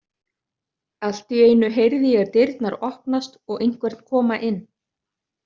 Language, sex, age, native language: Icelandic, other, 30-39, Icelandic